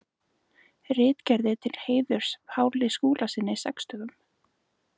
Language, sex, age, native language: Icelandic, female, 20-29, Icelandic